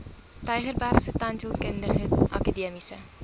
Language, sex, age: Afrikaans, female, 20